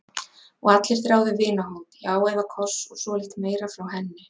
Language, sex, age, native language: Icelandic, female, 40-49, Icelandic